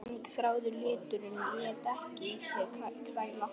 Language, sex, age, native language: Icelandic, male, 11, Icelandic